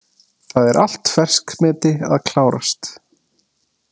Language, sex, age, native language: Icelandic, male, 20-29, Icelandic